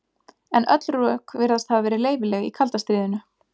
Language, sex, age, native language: Icelandic, female, 20-29, Icelandic